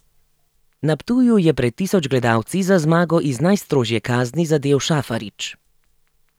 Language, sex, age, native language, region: Slovenian, female, 30-49, Slovenian, Gorenjska region